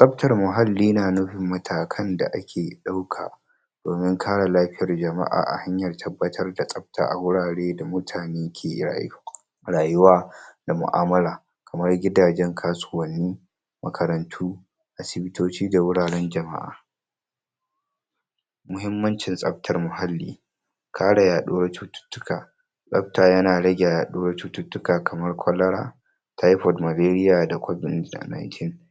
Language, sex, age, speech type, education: Hausa, male, 46-60, spontaneous, tertiary